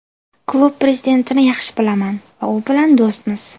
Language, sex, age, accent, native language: Uzbek, female, 19-29, Buxoro, Uzbek